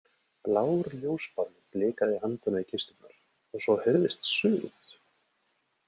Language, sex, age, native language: Icelandic, male, 30-39, Icelandic